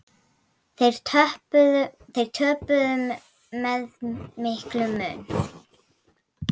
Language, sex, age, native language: Icelandic, female, 9, Icelandic